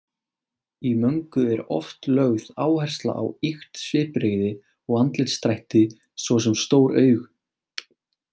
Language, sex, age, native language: Icelandic, male, 18-19, Icelandic